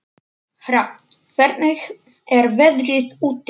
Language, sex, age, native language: Icelandic, male, 40-49, Polish